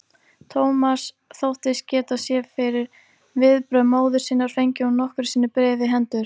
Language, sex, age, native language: Icelandic, female, 40-49, Icelandic